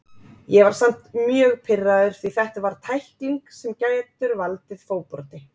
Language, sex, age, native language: Icelandic, female, 30-39, Icelandic